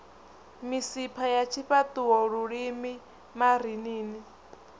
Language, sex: Venda, male